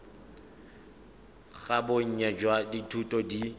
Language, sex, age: Tswana, male, 25